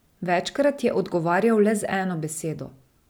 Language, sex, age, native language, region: Slovenian, female, 30-49, Slovenian, Drava region